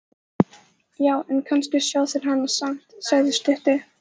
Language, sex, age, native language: Icelandic, female, 14, Icelandic